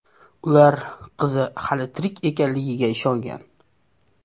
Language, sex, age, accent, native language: Uzbek, male, 18-24, Namangan, Uzbek